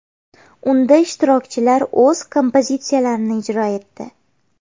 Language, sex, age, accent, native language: Uzbek, female, 18-24, Farg'ona, Uzbek